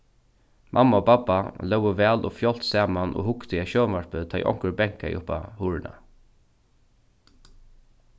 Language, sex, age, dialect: Faroese, male, 36-60, Norðuroyggjar